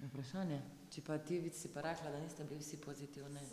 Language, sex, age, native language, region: Slovenian, female, 30-49, Slovenian, Drava region